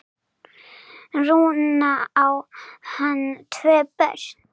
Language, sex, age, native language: Icelandic, female, 9, Serbo-Croatian